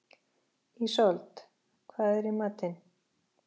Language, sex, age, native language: Icelandic, female, 40-49, Icelandic